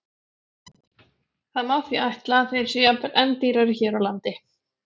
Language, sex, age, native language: Icelandic, female, 40-49, Icelandic